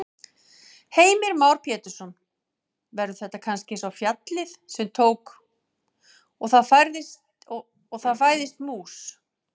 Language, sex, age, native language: Icelandic, female, 40-49, Icelandic